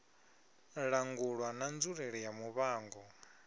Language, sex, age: Venda, male, 22